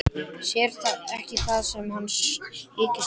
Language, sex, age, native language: Icelandic, male, 11, Icelandic